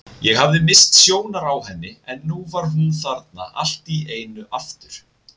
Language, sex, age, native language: Icelandic, male, 20-29, Icelandic